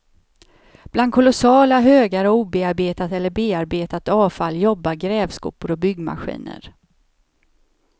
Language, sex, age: Swedish, female, 54